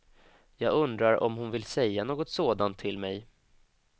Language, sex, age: Swedish, male, 25